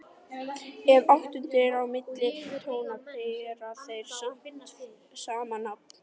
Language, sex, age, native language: Icelandic, female, 40-49, Icelandic